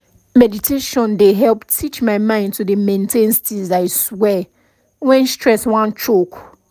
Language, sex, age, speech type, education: Nigerian Pidgin, female, 15-29, spontaneous, tertiary